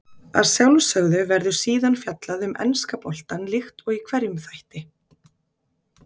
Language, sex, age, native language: Icelandic, female, 30-39, Icelandic